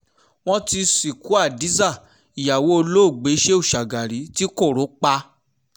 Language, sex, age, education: Yoruba, male, 15-29, tertiary